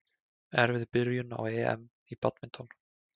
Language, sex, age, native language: Icelandic, male, 20-29, Icelandic